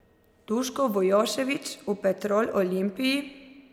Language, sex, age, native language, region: Slovenian, female, 30-49, Slovenian, Zasavska region